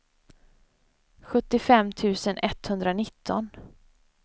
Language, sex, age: Swedish, female, 25